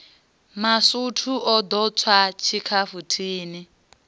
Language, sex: Venda, female